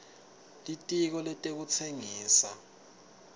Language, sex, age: Swati, male, 20